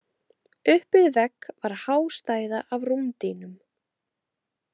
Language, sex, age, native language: Icelandic, female, 18-19, Icelandic